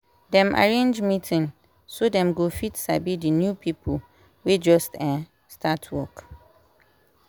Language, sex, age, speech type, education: Nigerian Pidgin, female, 15-29, spontaneous, tertiary